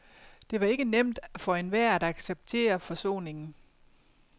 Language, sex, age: Danish, female, 50